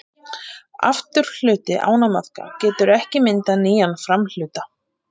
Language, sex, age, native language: Icelandic, female, 30-39, Icelandic